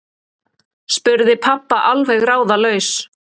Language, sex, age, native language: Icelandic, female, 30-39, Icelandic